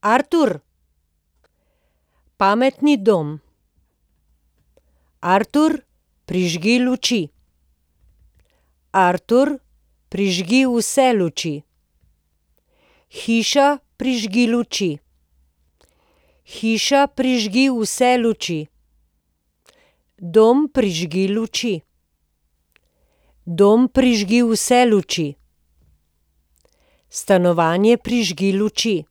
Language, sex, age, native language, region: Slovenian, female, 50-59, Slovenian, Posavska region